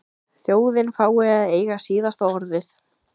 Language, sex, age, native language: Icelandic, female, 15, Icelandic